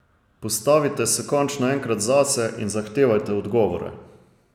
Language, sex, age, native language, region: Slovenian, male, 30-49, Slovenian, Savinja region